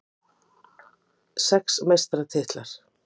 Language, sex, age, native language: Icelandic, female, 50-59, Icelandic